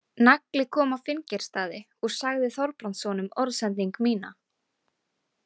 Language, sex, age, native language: Icelandic, female, 18-19, Icelandic